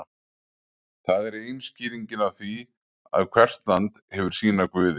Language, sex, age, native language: Icelandic, male, 40-49, Icelandic